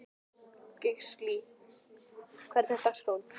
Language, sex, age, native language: Icelandic, male, 12, Icelandic